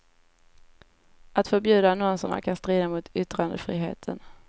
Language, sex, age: Swedish, female, 18